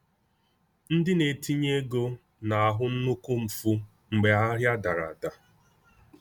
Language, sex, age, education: Igbo, male, 15-29, tertiary